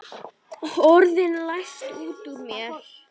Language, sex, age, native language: Icelandic, female, 9, Icelandic